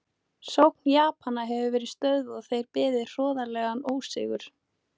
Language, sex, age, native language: Icelandic, female, 18-19, Icelandic